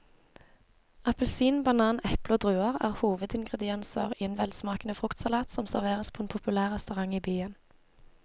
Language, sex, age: Norwegian, female, 23